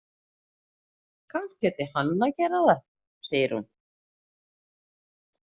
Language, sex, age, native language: Icelandic, female, 30-39, Icelandic